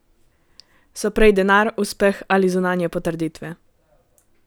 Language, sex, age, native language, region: Slovenian, female, 18-29, Slovenian, Gorenjska region